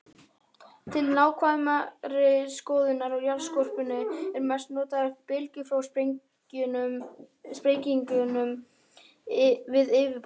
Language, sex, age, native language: Icelandic, male, 18-19, Icelandic